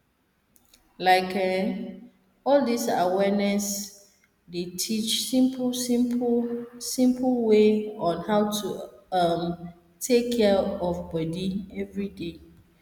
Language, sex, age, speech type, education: Nigerian Pidgin, female, 30-45, spontaneous, tertiary